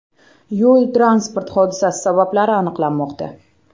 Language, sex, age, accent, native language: Uzbek, female, 18-24, Toshkent shahri, Uzbek